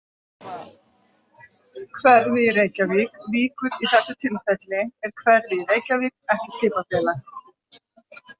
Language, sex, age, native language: Icelandic, female, 40-49, Icelandic